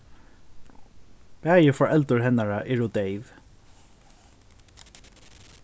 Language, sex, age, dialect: Faroese, male, 15-35, Norðurstreymoy/Eysturoy